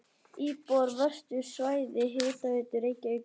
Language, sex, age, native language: Icelandic, other, 11, Icelandic